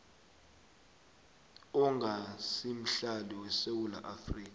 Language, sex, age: South Ndebele, male, 21